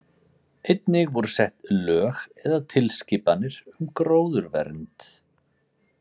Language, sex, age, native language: Icelandic, male, 40-49, Icelandic